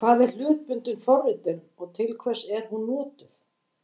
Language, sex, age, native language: Icelandic, female, 50-59, Icelandic